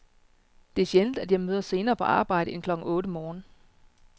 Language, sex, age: Danish, female, 36